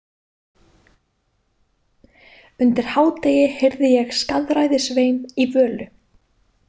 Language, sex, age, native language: Icelandic, female, 20-29, Icelandic